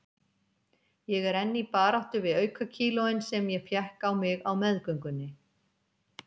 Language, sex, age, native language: Icelandic, female, 50-59, Icelandic